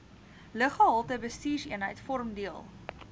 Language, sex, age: Afrikaans, female, 19